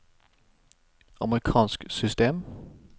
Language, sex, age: Norwegian, male, 25